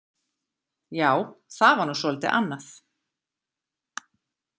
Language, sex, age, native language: Icelandic, female, 40-49, Icelandic